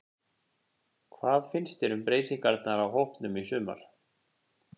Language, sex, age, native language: Icelandic, male, 50-59, Icelandic